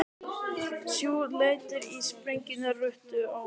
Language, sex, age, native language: Icelandic, male, 18-19, Icelandic